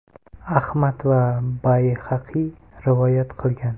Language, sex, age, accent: Uzbek, male, 18-24, Qoraqalpog'iston